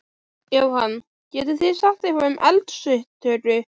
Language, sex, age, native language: Icelandic, female, 11, Icelandic